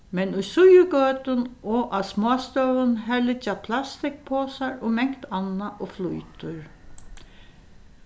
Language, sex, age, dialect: Faroese, female, 61+, Suðurstreymoy